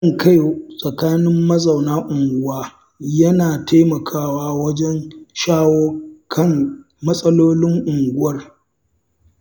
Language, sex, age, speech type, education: Hausa, male, 60+, read, tertiary